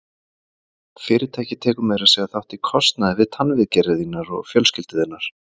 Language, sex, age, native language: Icelandic, male, 40-49, Icelandic